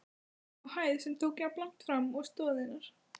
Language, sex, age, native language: Icelandic, female, 12, Icelandic